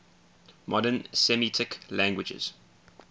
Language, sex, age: English, male, 20